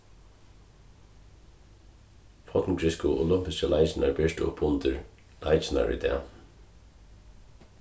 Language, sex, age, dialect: Faroese, male, 36-60, Suðurstreymoy